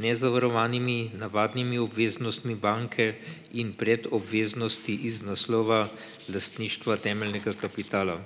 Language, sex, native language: Slovenian, male, Slovenian